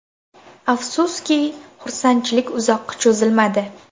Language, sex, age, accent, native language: Uzbek, female, under 19, Toshkent shahri, Uzbek